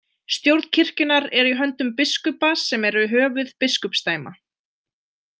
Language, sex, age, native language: Icelandic, female, 20-29, Icelandic